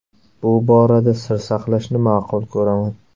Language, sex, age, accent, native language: Uzbek, male, 18-24, Qashqadaryo, Uzbek